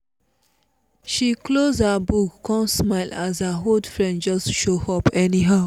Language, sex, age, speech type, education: Nigerian Pidgin, female, 15-29, spontaneous, tertiary